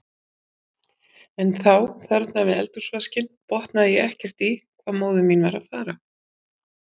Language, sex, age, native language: Icelandic, female, 50-59, Icelandic